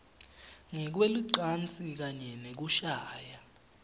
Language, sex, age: Swati, male, 18